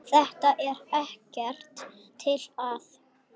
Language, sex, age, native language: Icelandic, male, 8, Icelandic